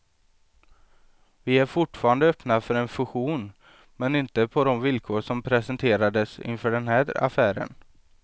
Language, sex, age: Swedish, male, 23